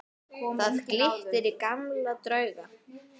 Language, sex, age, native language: Icelandic, male, 10, Icelandic